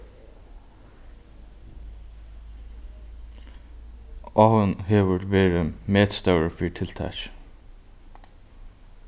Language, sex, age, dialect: Faroese, male, 15-35, Norðurstreymoy/Eysturoy